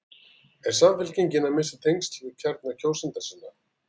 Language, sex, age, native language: Icelandic, male, 40-49, Icelandic